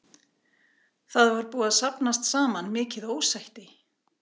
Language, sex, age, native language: Icelandic, female, 40-49, Icelandic